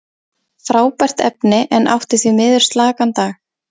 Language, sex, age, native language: Icelandic, female, 20-29, Icelandic